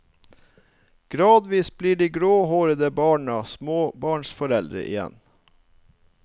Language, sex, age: Norwegian, male, 39